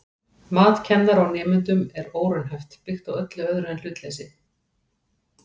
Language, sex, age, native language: Icelandic, female, 40-49, Icelandic